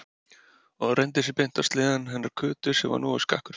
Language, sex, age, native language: Icelandic, male, 30-39, Icelandic